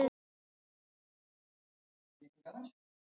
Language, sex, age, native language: Icelandic, female, 18-19, Icelandic